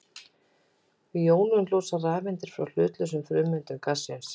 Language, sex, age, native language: Icelandic, female, 20-29, Icelandic